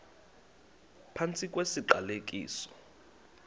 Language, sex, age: Xhosa, male, 35